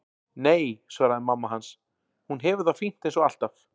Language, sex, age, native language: Icelandic, male, 40-49, Icelandic